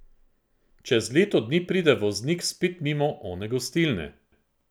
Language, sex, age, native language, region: Slovenian, male, 50-59, Slovenian, Central Slovenia